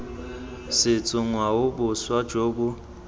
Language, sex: Tswana, male